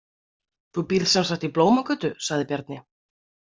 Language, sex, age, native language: Icelandic, female, 30-39, Icelandic